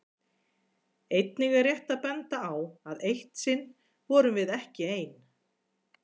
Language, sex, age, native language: Icelandic, female, 40-49, Icelandic